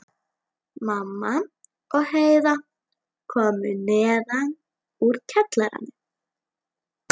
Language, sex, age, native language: Icelandic, female, 11, Icelandic